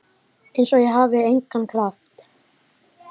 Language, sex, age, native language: Icelandic, male, 9, Icelandic